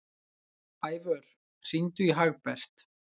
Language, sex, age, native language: Icelandic, male, 20-29, Icelandic